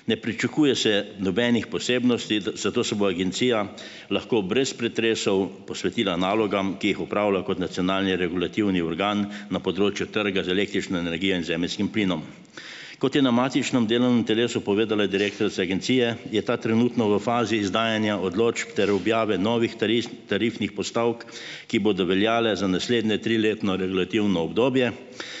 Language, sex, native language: Slovenian, male, Slovenian